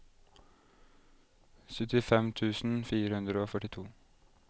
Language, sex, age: Norwegian, male, 20